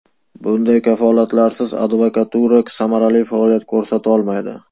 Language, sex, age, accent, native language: Uzbek, male, 18-24, Farg'ona, Uzbek